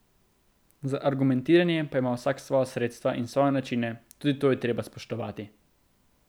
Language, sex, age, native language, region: Slovenian, male, 18-29, Slovenian, Central Slovenia